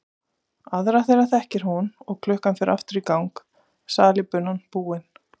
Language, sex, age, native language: Icelandic, female, 30-39, Icelandic